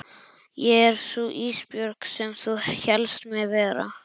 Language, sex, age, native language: Icelandic, male, 11, Icelandic